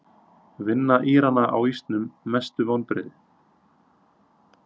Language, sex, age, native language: Icelandic, male, 30-39, Icelandic